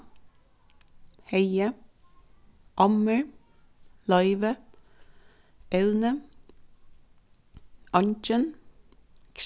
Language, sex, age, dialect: Faroese, female, 15-35, Suðurstreymoy